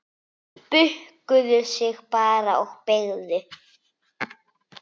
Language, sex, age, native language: Icelandic, male, 8, Icelandic